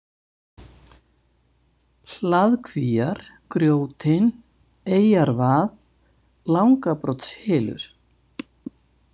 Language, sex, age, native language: Icelandic, female, 70-79, Icelandic